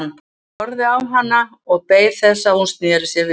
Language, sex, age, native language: Icelandic, female, 60-69, Icelandic